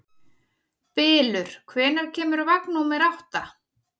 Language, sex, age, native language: Icelandic, female, 40-49, Icelandic